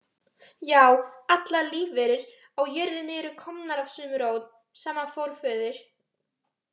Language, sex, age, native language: Icelandic, female, 18-19, Icelandic